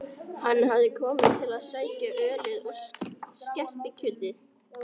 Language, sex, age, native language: Icelandic, female, 14, Icelandic